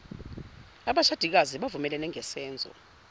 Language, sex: Zulu, female